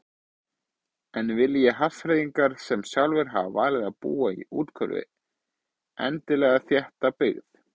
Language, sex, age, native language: Icelandic, male, 20-29, Icelandic